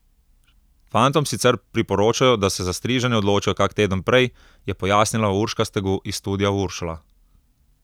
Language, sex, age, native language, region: Slovenian, male, 30-49, Slovenian, Southeast Slovenia